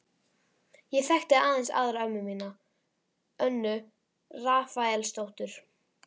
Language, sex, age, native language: Icelandic, female, 11, Icelandic